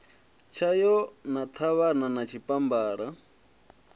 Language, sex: Venda, male